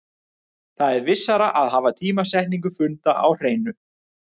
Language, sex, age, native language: Icelandic, male, 30-39, Icelandic